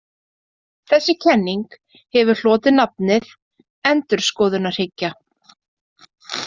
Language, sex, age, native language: Icelandic, female, 30-39, Icelandic